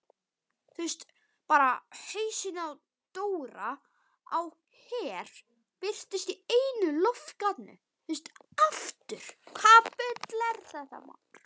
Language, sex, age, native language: Icelandic, male, 11, Icelandic